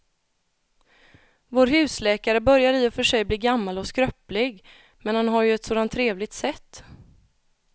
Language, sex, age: Swedish, female, 31